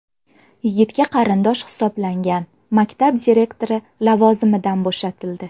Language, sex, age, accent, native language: Uzbek, female, 18-24, Farg'ona, Uzbek